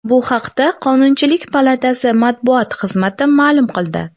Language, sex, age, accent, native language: Uzbek, female, 19-29, Toshkent shahri, Uzbek